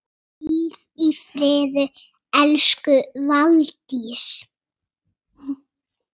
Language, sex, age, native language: Icelandic, female, 6, Icelandic